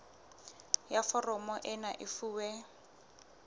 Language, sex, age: Southern Sotho, female, 23